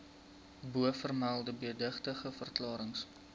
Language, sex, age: Afrikaans, male, 20